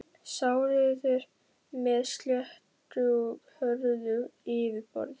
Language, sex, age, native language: Icelandic, male, 12, Icelandic